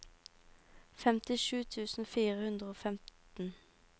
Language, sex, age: Norwegian, female, 18